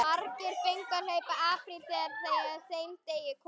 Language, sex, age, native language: Icelandic, female, 11, Icelandic